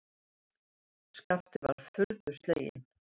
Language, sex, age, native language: Icelandic, female, 70-79, Icelandic